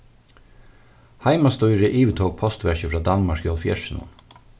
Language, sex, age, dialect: Faroese, male, 36-60, Suðurstreymoy